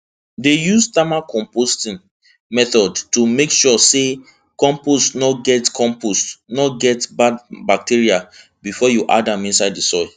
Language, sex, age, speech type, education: Nigerian Pidgin, male, 15-29, spontaneous, tertiary